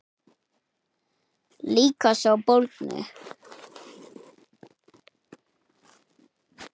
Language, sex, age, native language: Icelandic, male, 8, Icelandic